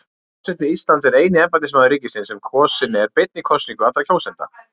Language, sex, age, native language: Icelandic, male, 30-39, Icelandic